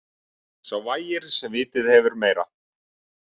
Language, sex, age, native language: Icelandic, male, 30-39, Icelandic